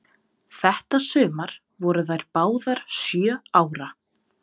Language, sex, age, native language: Icelandic, female, 20-29, Serbo-Croatian